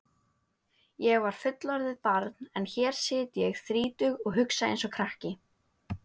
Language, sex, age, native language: Icelandic, female, 18-19, Icelandic